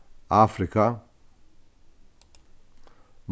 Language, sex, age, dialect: Faroese, male, 61+, Vágar